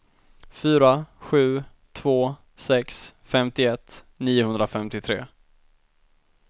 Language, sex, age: Swedish, male, 19